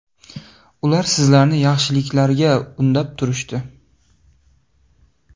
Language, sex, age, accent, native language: Uzbek, male, 18-24, Farg'ona, Uzbek